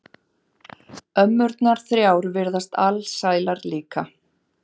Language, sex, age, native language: Icelandic, female, 40-49, Icelandic